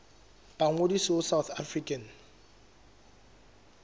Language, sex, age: Southern Sotho, male, 23